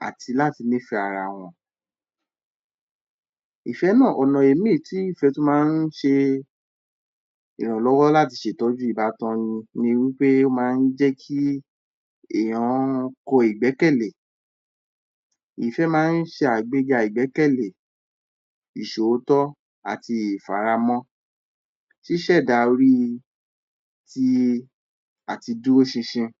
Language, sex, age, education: Yoruba, male, 30-45, tertiary